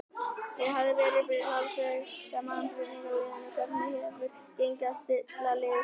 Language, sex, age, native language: Icelandic, male, 18-19, Icelandic